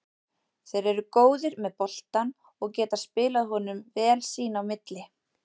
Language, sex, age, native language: Icelandic, female, 40-49, Icelandic